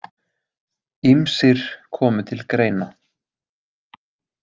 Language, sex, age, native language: Icelandic, male, 20-29, Icelandic